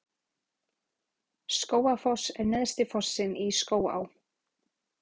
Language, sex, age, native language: Icelandic, female, 30-39, Icelandic